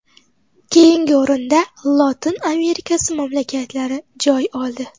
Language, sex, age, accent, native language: Uzbek, female, 12-17, Qoraqalpog'iston, Uzbek